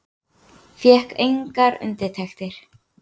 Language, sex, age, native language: Icelandic, female, 18-19, Icelandic